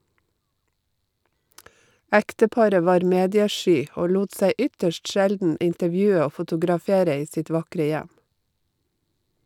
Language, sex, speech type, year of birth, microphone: Norwegian, female, read, 1952, Shure